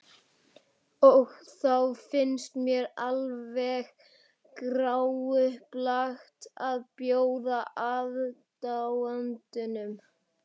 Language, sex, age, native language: Icelandic, male, 12, Icelandic